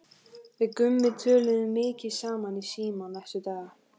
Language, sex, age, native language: Icelandic, female, 14, Icelandic